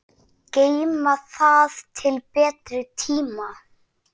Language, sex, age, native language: Icelandic, male, 7, Icelandic